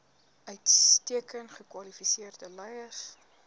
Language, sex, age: Afrikaans, female, 18